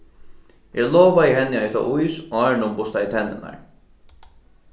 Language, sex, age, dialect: Faroese, male, 15-35, Norðurstreymoy/Eysturoy